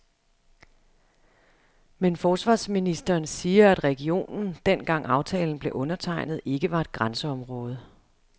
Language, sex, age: Danish, female, 35